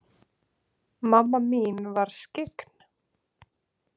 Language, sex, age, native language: Icelandic, female, 20-29, Icelandic